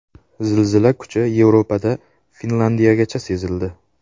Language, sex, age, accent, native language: Uzbek, male, 18-24, Namangan, Uzbek